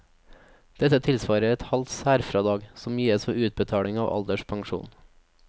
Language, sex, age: Norwegian, male, 24